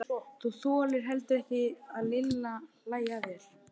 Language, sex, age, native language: Icelandic, male, 11, Icelandic